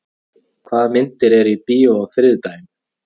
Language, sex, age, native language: Icelandic, male, 30-39, Icelandic